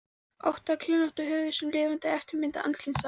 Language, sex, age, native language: Icelandic, female, 14, Icelandic